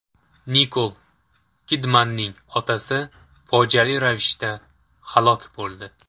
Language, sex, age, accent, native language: Uzbek, male, 18-24, Toshkent shahri, Uzbek